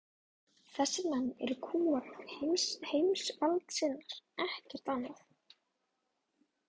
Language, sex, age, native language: Icelandic, female, 12, Icelandic